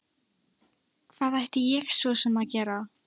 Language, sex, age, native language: Icelandic, female, 13, Icelandic